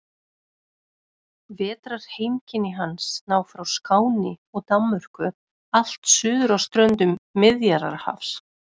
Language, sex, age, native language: Icelandic, female, 30-39, Icelandic